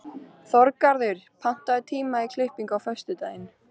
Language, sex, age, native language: Icelandic, female, 13, Icelandic